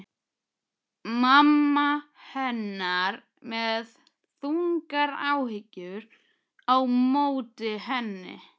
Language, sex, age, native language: Icelandic, male, 12, Icelandic